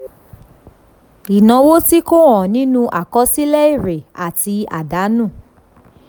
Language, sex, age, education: Yoruba, female, 15-29, tertiary